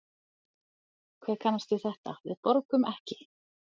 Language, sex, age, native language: Icelandic, other, 40-49, Icelandic